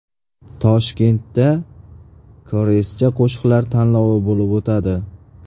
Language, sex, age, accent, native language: Uzbek, male, 18-24, Qashqadaryo, Uzbek